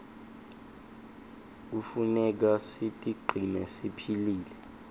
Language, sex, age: Swati, male, 20